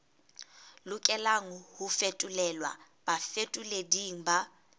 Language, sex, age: Southern Sotho, female, 20